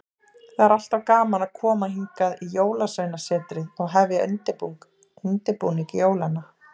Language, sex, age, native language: Icelandic, female, 30-39, Icelandic